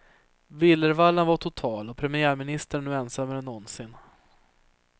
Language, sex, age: Swedish, female, 30